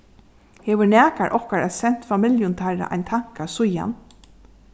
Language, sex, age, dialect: Faroese, female, 36-60, Suðurstreymoy